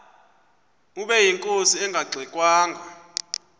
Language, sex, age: Xhosa, male, 24